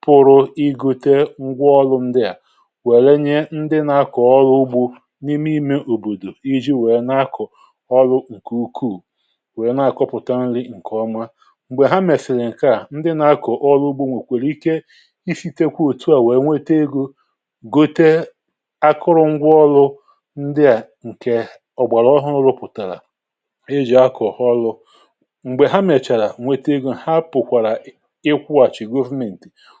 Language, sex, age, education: Igbo, male, 46-60, tertiary